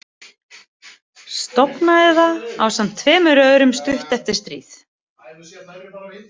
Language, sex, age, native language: Icelandic, female, 30-39, Icelandic